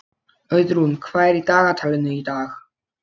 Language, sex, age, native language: Icelandic, male, 12, Polish